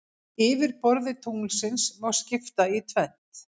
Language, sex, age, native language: Icelandic, female, 50-59, Icelandic